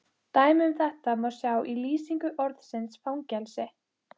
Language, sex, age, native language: Icelandic, female, 15, Icelandic